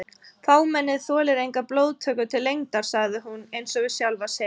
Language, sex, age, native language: Icelandic, female, 30-39, Icelandic